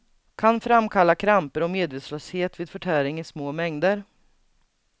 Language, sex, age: Swedish, female, 39